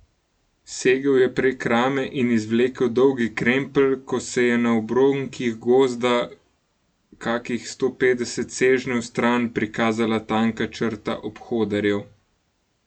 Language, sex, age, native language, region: Slovenian, male, 18-29, Slovenian, Gorenjska region